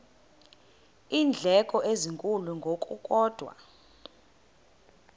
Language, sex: Xhosa, female